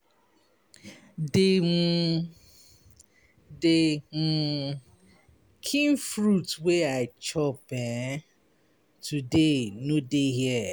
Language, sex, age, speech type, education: Nigerian Pidgin, female, 30-45, spontaneous, tertiary